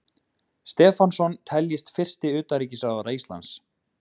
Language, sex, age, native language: Icelandic, male, 20-29, Icelandic